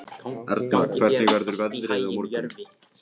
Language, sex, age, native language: Icelandic, male, 15, Icelandic